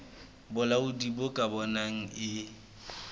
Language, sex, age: Southern Sotho, male, 20